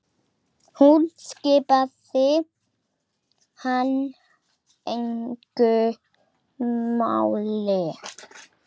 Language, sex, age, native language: Icelandic, female, 8, Icelandic